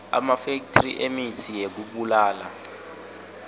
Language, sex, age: Swati, male, 20